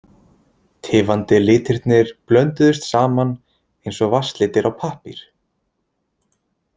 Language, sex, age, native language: Icelandic, male, 20-29, Icelandic